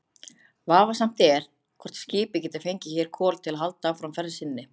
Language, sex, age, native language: Icelandic, other, 30-39, Icelandic